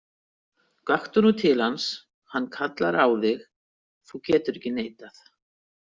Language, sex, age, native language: Icelandic, female, 60-69, Icelandic